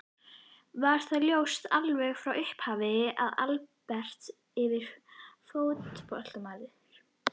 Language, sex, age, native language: Icelandic, female, 11, Icelandic